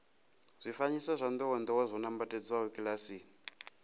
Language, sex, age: Venda, male, 27